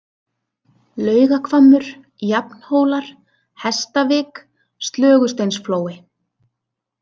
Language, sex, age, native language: Icelandic, female, 30-39, Icelandic